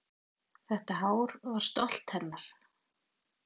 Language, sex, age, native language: Icelandic, male, 8, Icelandic